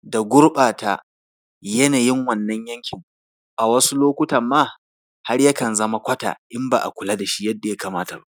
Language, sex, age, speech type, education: Hausa, male, 30-45, spontaneous, tertiary